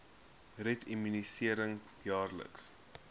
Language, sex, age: Afrikaans, male, 21